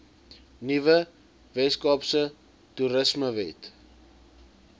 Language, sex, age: Afrikaans, male, 20